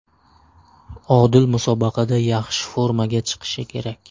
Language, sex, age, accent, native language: Uzbek, male, 18-24, Surxondaryo, Uzbek